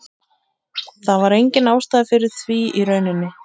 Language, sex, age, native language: Icelandic, female, 30-39, Icelandic